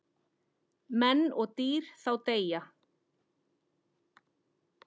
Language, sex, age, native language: Icelandic, female, 10, Icelandic